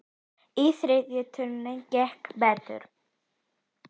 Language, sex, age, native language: Icelandic, female, 10, Icelandic